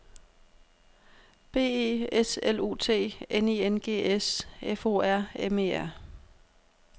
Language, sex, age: Danish, female, 32